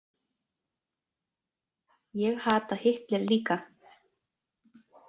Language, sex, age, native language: Icelandic, female, 30-39, Icelandic